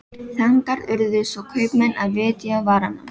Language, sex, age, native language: Icelandic, female, 12, Filipino